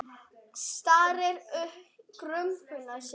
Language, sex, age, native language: Icelandic, female, 10, Icelandic